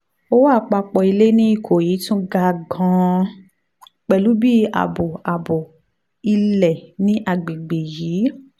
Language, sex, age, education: Yoruba, female, 15-29, tertiary